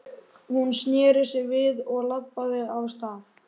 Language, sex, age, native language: Icelandic, male, 11, Icelandic